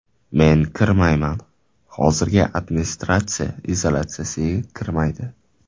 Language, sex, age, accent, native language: Uzbek, male, 18-24, Toshkent shahri, Uzbek